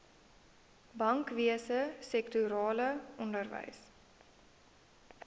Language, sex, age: Afrikaans, female, 19